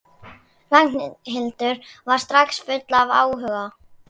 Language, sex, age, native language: Icelandic, male, 11, Icelandic